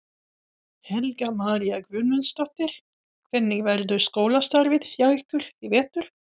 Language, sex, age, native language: Icelandic, female, 40-49, Swedish